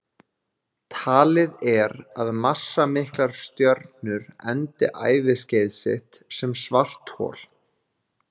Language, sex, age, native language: Icelandic, male, 20-29, Icelandic